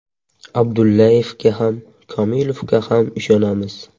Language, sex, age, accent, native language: Uzbek, male, 12-17, Surxondaryo, Uzbek